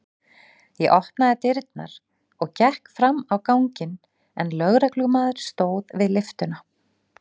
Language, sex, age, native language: Icelandic, female, 40-49, Icelandic